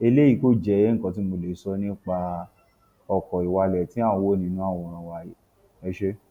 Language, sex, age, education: Yoruba, male, 30-45, tertiary